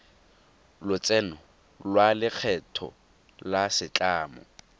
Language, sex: Tswana, male